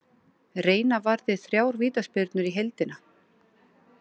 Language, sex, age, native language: Icelandic, female, 40-49, Icelandic